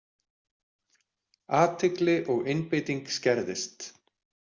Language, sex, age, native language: Icelandic, male, 20-29, Icelandic